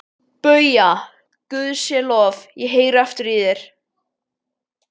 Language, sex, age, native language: Icelandic, male, 12, Icelandic